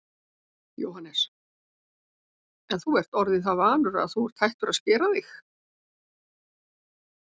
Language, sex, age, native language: Icelandic, female, 70-79, Icelandic